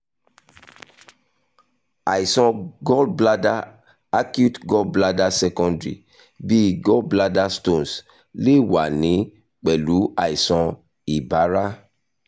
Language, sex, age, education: Yoruba, male, 30-45, tertiary